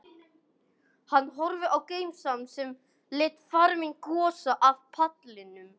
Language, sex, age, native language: Icelandic, male, 18-19, English